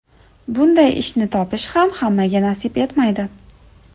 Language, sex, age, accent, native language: Uzbek, female, 30-39, Samarqand, Uzbek